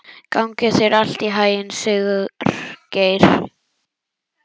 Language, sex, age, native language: Icelandic, male, 11, Icelandic